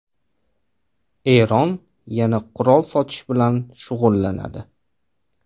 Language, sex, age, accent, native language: Uzbek, male, 25-34, Toshkent viloyati, Uzbek